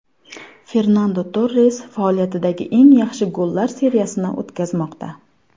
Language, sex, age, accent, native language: Uzbek, female, 19-29, Farg'ona, Uzbek